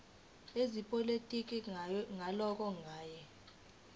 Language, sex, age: Zulu, female, 19